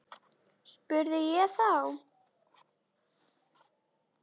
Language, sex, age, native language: Icelandic, female, 10, Icelandic